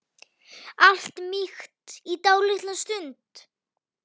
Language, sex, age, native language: Icelandic, female, 9, Icelandic